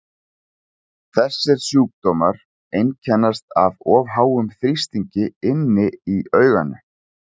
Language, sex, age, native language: Icelandic, male, 40-49, Icelandic